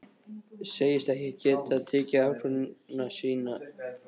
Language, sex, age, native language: Icelandic, male, 13, Icelandic